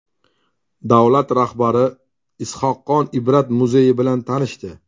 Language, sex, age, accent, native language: Uzbek, male, 35+, Toshkent shahri, Uzbek